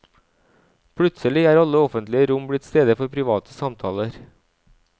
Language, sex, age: Norwegian, male, 37